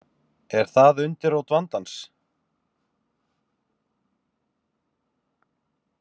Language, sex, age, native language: Icelandic, male, 50-59, Icelandic